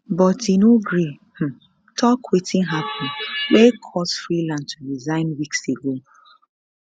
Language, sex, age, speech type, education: Nigerian Pidgin, female, 15-29, spontaneous, tertiary